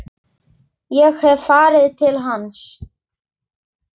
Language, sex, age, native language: Icelandic, male, 8, Icelandic